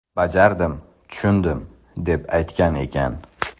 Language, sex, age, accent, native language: Uzbek, male, 18-24, Samarqand, Uzbek